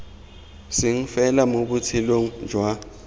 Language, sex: Tswana, male